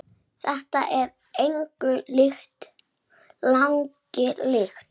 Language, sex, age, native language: Icelandic, male, 8, Icelandic